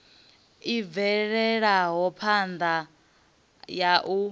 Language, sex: Venda, female